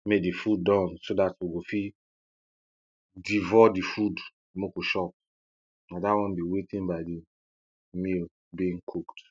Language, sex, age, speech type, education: Nigerian Pidgin, male, 15-29, spontaneous, primary